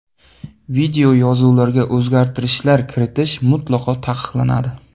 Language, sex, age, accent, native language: Uzbek, male, 18-24, Farg'ona, Uzbek